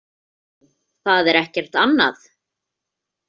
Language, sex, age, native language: Icelandic, female, 20-29, Icelandic